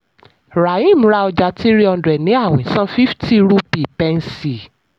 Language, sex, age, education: Yoruba, female, 30-45, tertiary